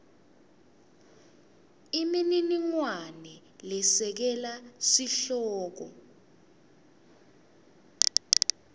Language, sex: Swati, female